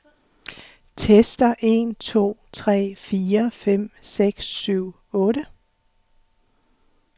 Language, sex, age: Danish, female, 48